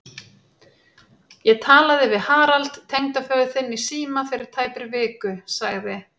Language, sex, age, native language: Icelandic, female, 30-39, Icelandic